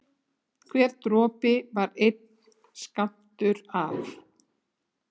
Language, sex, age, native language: Icelandic, female, 70-79, Icelandic